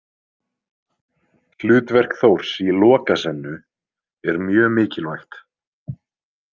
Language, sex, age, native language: Icelandic, male, 20-29, Icelandic